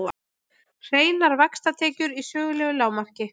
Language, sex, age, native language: Icelandic, female, 20-29, Icelandic